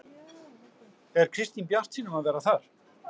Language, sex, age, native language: Icelandic, male, 60-69, Icelandic